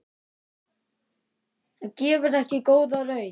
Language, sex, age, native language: Icelandic, female, 9, Icelandic